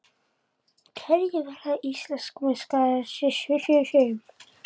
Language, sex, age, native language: Icelandic, male, 11, Icelandic